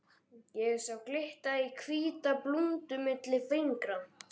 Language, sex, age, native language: Icelandic, other, 12, Icelandic